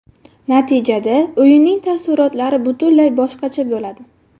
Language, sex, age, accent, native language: Uzbek, female, 19-29, Buxoro, Uzbek